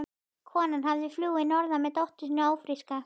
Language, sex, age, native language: Icelandic, female, 12, Icelandic